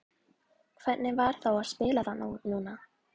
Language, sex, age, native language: Icelandic, female, 11, Icelandic